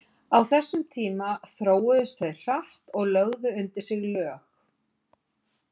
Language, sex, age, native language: Icelandic, female, 50-59, Icelandic